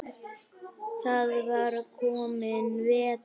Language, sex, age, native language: Icelandic, female, 9, Icelandic